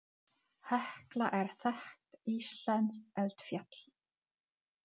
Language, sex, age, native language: Icelandic, female, 40-49, Czech